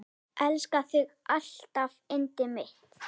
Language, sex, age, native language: Icelandic, female, 8, Icelandic